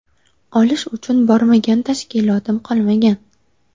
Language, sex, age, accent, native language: Uzbek, female, 18-24, Sirdaryo, Uzbek